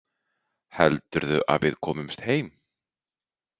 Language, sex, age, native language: Icelandic, male, 30-39, Icelandic